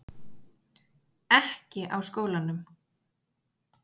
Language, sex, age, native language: Icelandic, female, 40-49, Icelandic